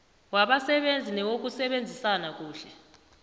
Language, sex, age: South Ndebele, female, 29